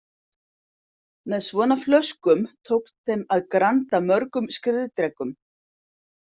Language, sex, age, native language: Icelandic, female, 50-59, Icelandic